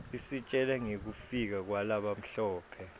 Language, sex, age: Swati, male, 22